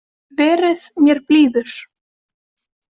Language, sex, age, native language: Icelandic, female, 18-19, Icelandic